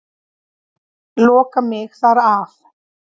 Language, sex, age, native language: Icelandic, female, 30-39, Icelandic